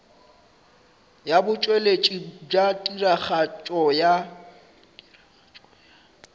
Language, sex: Northern Sotho, male